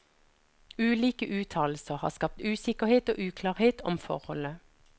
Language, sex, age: Norwegian, female, 49